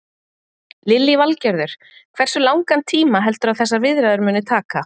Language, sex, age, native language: Icelandic, female, 40-49, Icelandic